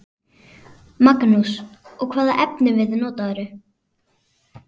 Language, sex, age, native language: Icelandic, female, 9, Icelandic